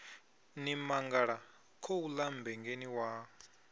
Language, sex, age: Venda, male, 22